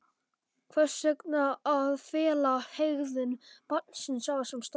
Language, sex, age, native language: Icelandic, male, 11, Polish